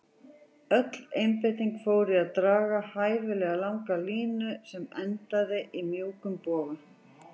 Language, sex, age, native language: Icelandic, female, 40-49, Icelandic